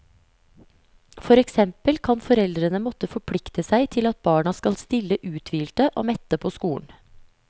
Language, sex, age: Norwegian, female, 35